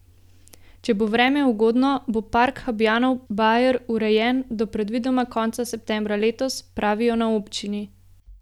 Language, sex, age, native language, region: Slovenian, female, 18-29, Slovenian, Gorenjska region